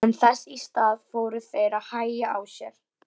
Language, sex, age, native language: Icelandic, female, 11, Icelandic